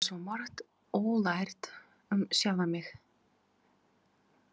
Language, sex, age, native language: Icelandic, female, 30-39, Ukrainian